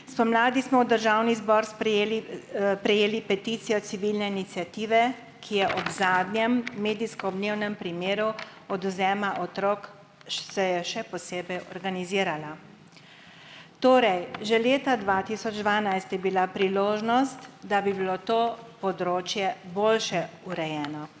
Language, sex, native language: Slovenian, female, Slovenian